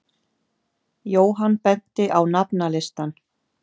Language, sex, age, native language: Icelandic, female, 50-59, Icelandic